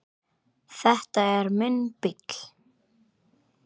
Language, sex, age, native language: Icelandic, male, 8, Icelandic